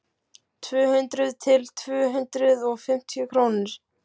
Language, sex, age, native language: Icelandic, male, 12, Icelandic